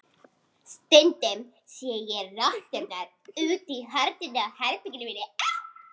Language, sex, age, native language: Icelandic, female, 12, Icelandic